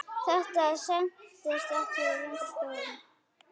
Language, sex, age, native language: Icelandic, female, 9, Icelandic